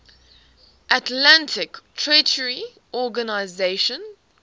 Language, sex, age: English, female, 18